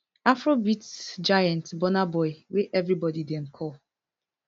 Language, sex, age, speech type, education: Nigerian Pidgin, female, 15-29, spontaneous, tertiary